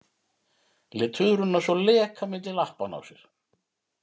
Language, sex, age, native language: Icelandic, male, 50-59, Icelandic